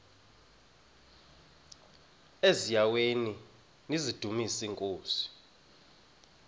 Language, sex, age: Xhosa, male, 31